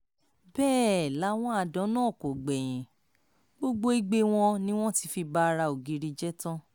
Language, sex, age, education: Yoruba, female, 30-45, tertiary